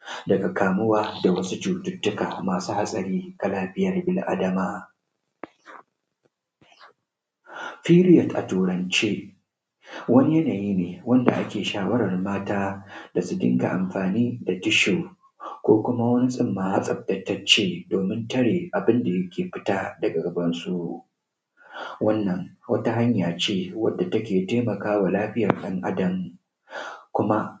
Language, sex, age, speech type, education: Hausa, male, 15-29, spontaneous, tertiary